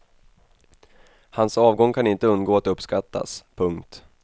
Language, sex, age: Swedish, male, 28